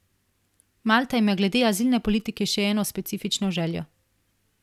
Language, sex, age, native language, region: Slovenian, female, 18-29, Slovenian, Primorsko-notranjska region